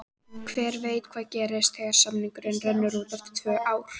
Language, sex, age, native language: Icelandic, female, 18-19, Icelandic